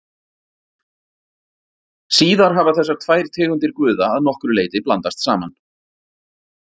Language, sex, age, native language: Icelandic, male, 40-49, Icelandic